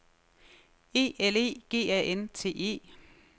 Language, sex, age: Danish, female, 36